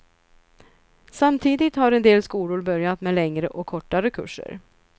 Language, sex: Swedish, female